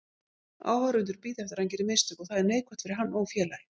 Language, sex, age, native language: Icelandic, female, 50-59, Icelandic